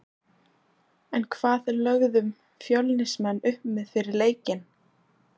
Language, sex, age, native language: Icelandic, female, 20-29, Icelandic